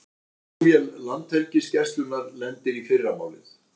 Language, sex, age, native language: Icelandic, male, 60-69, Icelandic